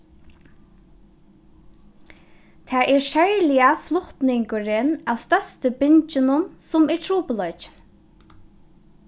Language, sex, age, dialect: Faroese, female, 15-35, Norðuroyggjar